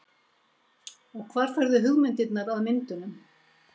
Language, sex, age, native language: Icelandic, female, 70-79, Icelandic